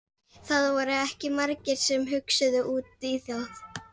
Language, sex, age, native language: Icelandic, female, 11, Icelandic